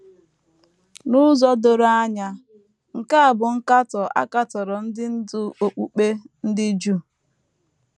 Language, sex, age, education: Igbo, female, 15-29, tertiary